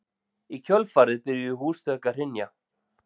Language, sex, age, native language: Icelandic, male, 40-49, Icelandic